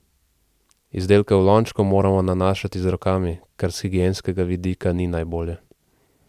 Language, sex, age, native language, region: Slovenian, male, 18-29, Slovenian, Central Slovenia